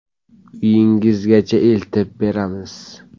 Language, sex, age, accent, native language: Uzbek, male, 18-24, Buxoro, Uzbek